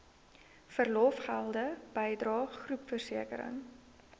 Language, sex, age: Afrikaans, female, 19